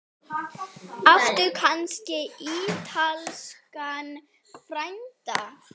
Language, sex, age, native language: Icelandic, female, 9, Icelandic